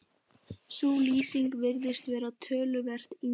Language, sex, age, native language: Icelandic, male, 18-19, Icelandic